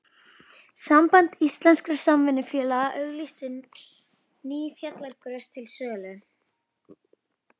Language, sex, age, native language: Icelandic, female, 12, Icelandic